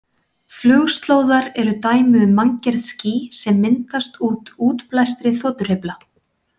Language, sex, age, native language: Icelandic, female, 40-49, Icelandic